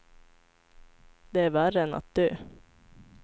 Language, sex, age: Swedish, female, 25